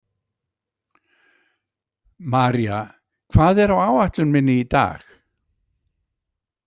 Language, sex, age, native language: Icelandic, male, 60-69, Icelandic